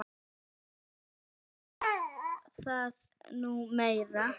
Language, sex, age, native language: Icelandic, female, 9, Icelandic